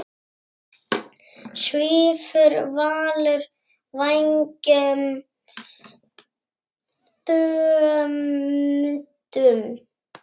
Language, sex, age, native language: Icelandic, female, 6, Icelandic